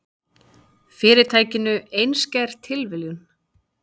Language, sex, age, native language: Icelandic, female, 30-39, Icelandic